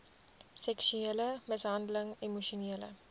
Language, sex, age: Afrikaans, female, 20